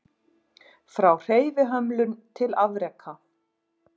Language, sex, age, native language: Icelandic, female, 40-49, Icelandic